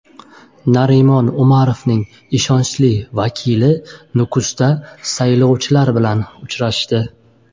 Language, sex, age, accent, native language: Uzbek, male, 18-24, Buxoro, Uzbek